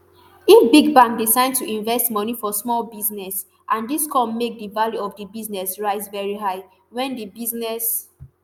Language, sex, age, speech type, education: Nigerian Pidgin, female, 15-29, spontaneous, tertiary